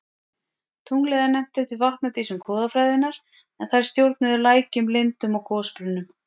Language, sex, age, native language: Icelandic, female, 40-49, Icelandic